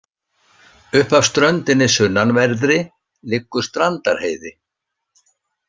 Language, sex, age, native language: Icelandic, male, 60-69, Icelandic